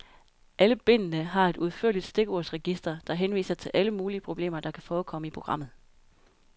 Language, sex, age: Danish, female, 32